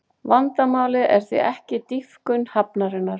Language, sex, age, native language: Icelandic, female, 40-49, Icelandic